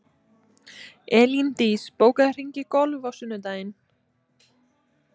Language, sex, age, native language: Icelandic, female, 20-29, Icelandic